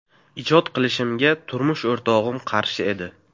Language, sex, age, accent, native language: Uzbek, male, 18-24, Navoiy, Uzbek